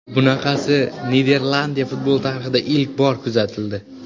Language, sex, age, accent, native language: Uzbek, male, under 19, Toshkent viloyati, Uzbek